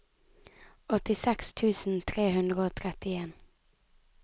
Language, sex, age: Norwegian, female, 19